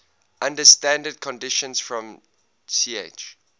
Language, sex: English, male